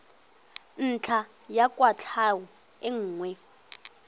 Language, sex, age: Tswana, female, 22